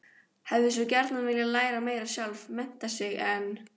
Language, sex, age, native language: Icelandic, female, 14, Icelandic